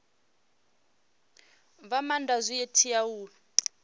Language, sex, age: Venda, female, 28